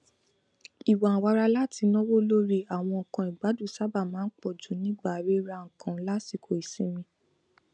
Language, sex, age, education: Yoruba, female, 15-29, tertiary